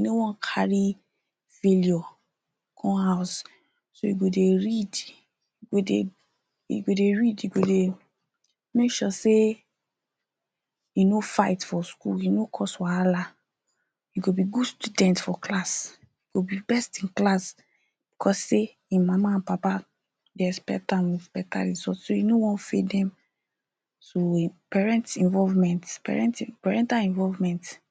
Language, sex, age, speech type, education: Nigerian Pidgin, female, 30-45, spontaneous, tertiary